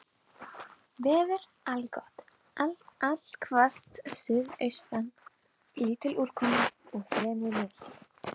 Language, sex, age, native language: Icelandic, female, 12, Icelandic